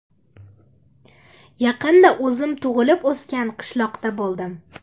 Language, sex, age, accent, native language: Uzbek, female, under 19, Andijon, Uzbek